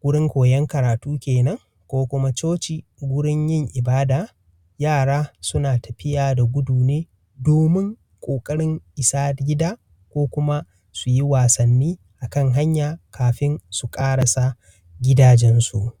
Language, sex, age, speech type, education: Hausa, male, 15-29, spontaneous, primary